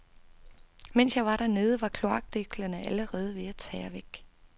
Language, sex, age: Danish, female, 32